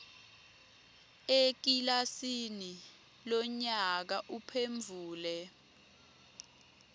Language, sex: Swati, female